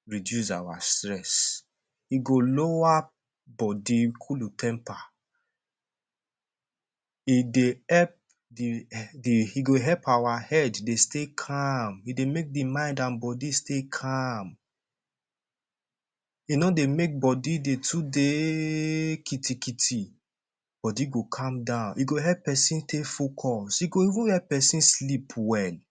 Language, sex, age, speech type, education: Nigerian Pidgin, male, 15-29, spontaneous, tertiary